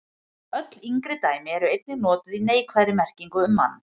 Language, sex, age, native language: Icelandic, female, 50-59, Icelandic